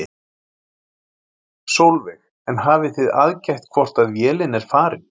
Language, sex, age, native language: Icelandic, male, 40-49, Icelandic